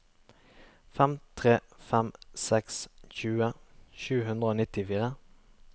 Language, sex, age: Norwegian, male, 23